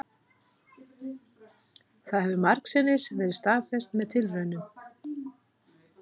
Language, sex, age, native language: Icelandic, female, 50-59, Icelandic